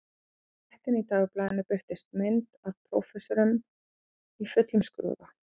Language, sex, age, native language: Icelandic, female, 40-49, Icelandic